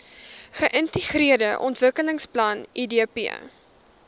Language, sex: Afrikaans, female